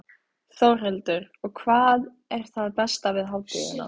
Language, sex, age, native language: Icelandic, female, 15, Icelandic